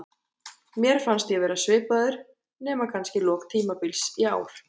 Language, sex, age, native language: Icelandic, female, 30-39, Icelandic